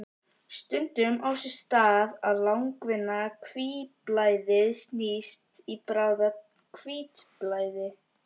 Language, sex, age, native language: Icelandic, female, 11, Icelandic